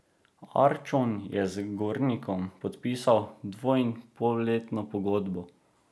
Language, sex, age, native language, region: Slovenian, male, 18-29, Slovenian, Drava region